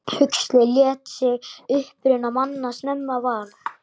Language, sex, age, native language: Icelandic, male, 40-49, Icelandic